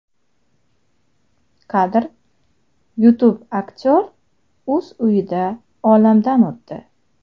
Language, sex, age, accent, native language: Uzbek, female, 19-29, Jizzax, Uzbek